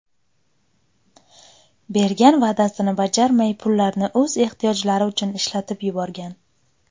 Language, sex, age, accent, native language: Uzbek, female, 19-29, Qashqadaryo, Uzbek